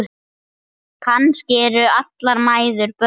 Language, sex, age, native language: Icelandic, male, 8, Icelandic